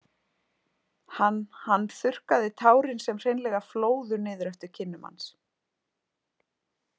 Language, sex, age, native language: Icelandic, female, 50-59, Icelandic